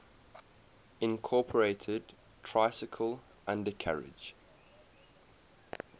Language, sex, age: English, male, 18